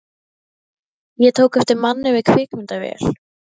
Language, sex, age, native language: Icelandic, female, 12, Icelandic